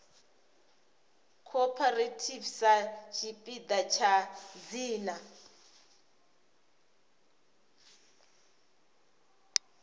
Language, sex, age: Venda, female, 26